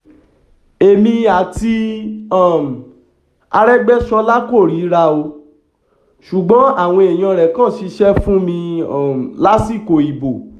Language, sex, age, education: Yoruba, male, 15-29, tertiary